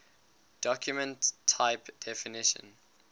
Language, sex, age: English, male, 19